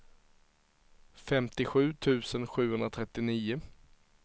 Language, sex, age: Swedish, male, 23